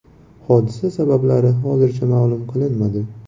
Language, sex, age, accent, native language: Uzbek, male, 18-24, Toshkent viloyati, Uzbek